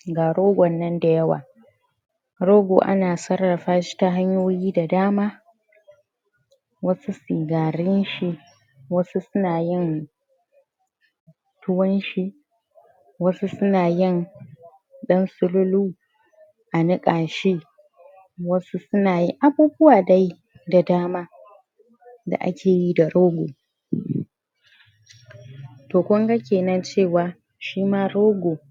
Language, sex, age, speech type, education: Hausa, female, 15-29, spontaneous, primary